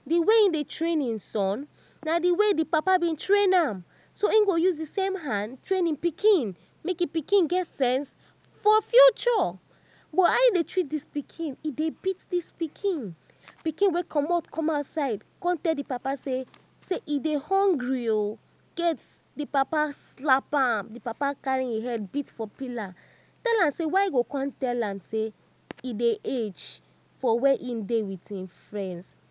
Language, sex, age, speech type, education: Nigerian Pidgin, female, 30-45, spontaneous, tertiary